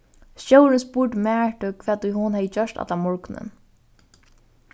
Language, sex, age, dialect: Faroese, female, 15-35, Norðuroyggjar